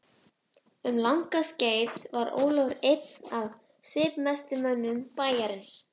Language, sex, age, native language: Icelandic, female, 11, Icelandic